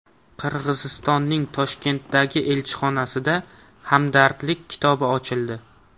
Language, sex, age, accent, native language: Uzbek, male, 18-24, Navoiy, Uzbek